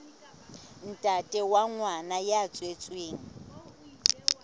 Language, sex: Southern Sotho, female